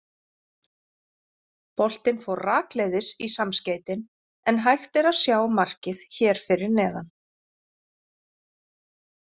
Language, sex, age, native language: Icelandic, female, 40-49, Icelandic